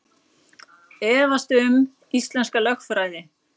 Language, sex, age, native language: Icelandic, female, 40-49, Icelandic